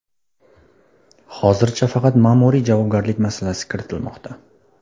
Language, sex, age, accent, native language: Uzbek, male, 18-24, Surxondaryo, Uzbek